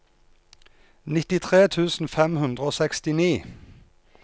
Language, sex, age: Norwegian, male, 34